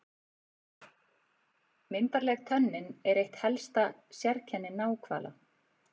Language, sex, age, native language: Icelandic, female, 40-49, Icelandic